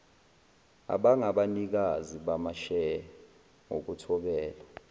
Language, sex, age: Zulu, male, 20